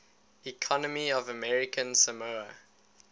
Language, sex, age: English, male, 19